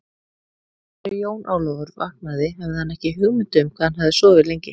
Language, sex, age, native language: Icelandic, female, 30-39, Icelandic